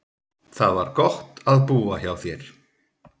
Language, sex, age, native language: Icelandic, male, 30-39, Icelandic